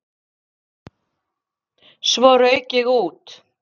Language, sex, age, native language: Icelandic, female, 40-49, Icelandic